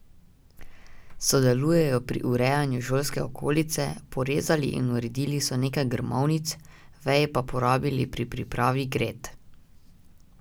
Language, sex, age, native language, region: Slovenian, male, 18-29, Slovenian, Drava region